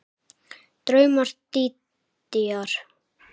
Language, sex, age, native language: Icelandic, male, 7, Icelandic